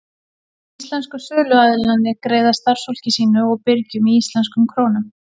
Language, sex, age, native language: Icelandic, female, 40-49, Icelandic